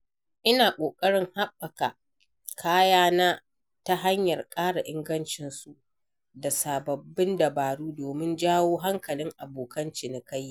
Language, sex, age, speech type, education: Hausa, female, 60+, read, primary